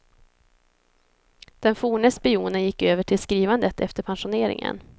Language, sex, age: Swedish, female, 26